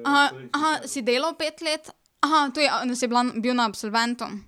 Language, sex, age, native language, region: Slovenian, female, 18-29, Slovenian, Drava region